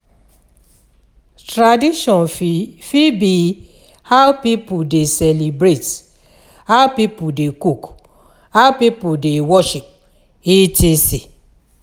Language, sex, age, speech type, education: Nigerian Pidgin, female, 46-60, spontaneous, tertiary